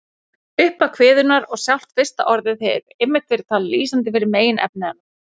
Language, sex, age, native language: Icelandic, female, 40-49, Icelandic